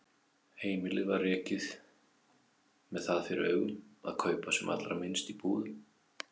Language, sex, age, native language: Icelandic, male, 50-59, Icelandic